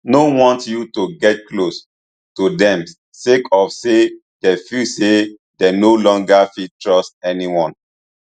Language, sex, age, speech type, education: Nigerian Pidgin, male, 30-45, spontaneous, tertiary